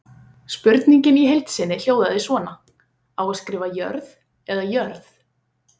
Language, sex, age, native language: Icelandic, female, 20-29, Icelandic